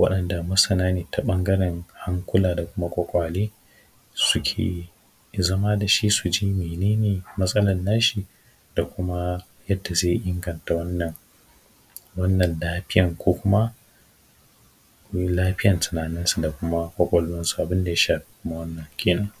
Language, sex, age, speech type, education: Hausa, male, 15-29, spontaneous, secondary